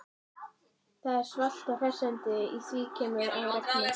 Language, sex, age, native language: Icelandic, female, 13, Icelandic